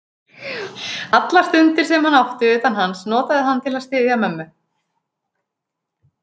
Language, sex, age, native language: Icelandic, female, 40-49, Icelandic